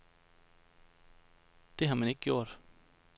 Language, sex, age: Danish, male, 29